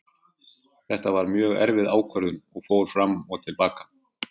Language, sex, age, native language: Icelandic, male, 40-49, Icelandic